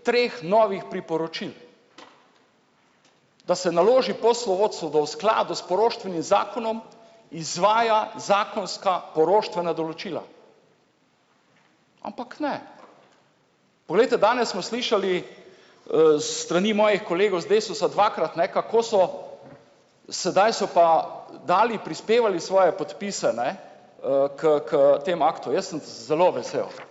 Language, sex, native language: Slovenian, male, Slovenian